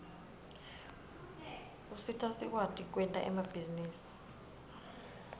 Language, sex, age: Swati, female, 23